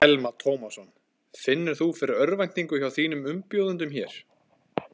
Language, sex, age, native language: Icelandic, male, 20-29, Icelandic